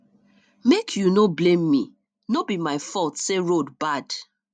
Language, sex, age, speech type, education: Nigerian Pidgin, female, 30-45, spontaneous, tertiary